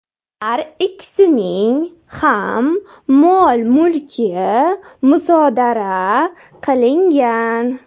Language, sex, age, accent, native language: Uzbek, female, 18-24, Samarqand, Uzbek